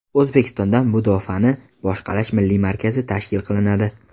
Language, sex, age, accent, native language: Uzbek, male, 18-24, Farg'ona, Uzbek